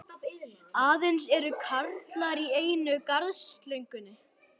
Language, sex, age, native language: Icelandic, male, 11, Icelandic